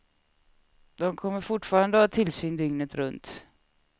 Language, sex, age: Swedish, female, 36